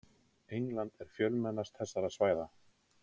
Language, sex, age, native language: Icelandic, male, 30-39, Icelandic